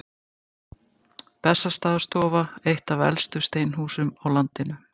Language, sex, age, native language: Icelandic, female, 50-59, Icelandic